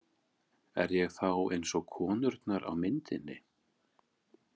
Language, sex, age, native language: Icelandic, male, 40-49, Icelandic